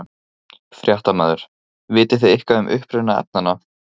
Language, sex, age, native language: Icelandic, male, 15, Icelandic